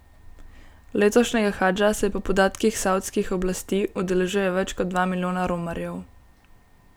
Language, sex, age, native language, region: Slovenian, female, 18-29, Slovenian, Gorenjska region